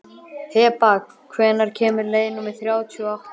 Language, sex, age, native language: Icelandic, male, 11, Icelandic